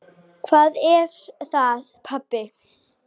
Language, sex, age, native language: Icelandic, female, 6, Icelandic